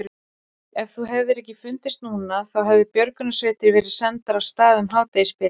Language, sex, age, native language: Icelandic, female, 40-49, Icelandic